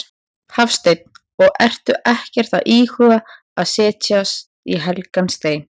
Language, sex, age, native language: Icelandic, female, 30-39, Icelandic